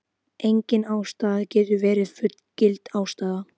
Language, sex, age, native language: Icelandic, female, 12, Icelandic